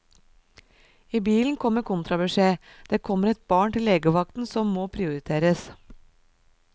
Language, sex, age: Norwegian, female, 37